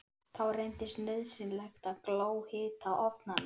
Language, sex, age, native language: Icelandic, male, 11, Icelandic